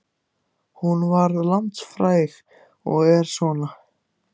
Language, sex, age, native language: Icelandic, other, 14, Icelandic